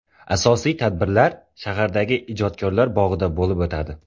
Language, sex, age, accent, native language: Uzbek, male, 18-24, Qoraqalpog'iston, Uzbek